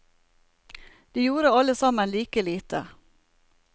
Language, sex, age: Norwegian, female, 47